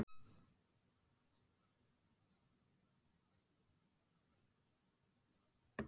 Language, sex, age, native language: Icelandic, female, 60-69, Icelandic